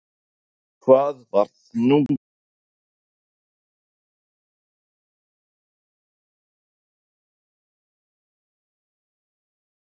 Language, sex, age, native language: Icelandic, male, 18-19, Icelandic